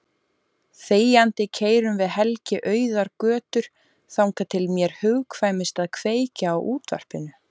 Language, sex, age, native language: Icelandic, female, 20-29, Icelandic